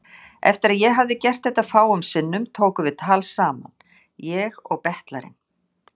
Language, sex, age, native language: Icelandic, female, 60-69, Icelandic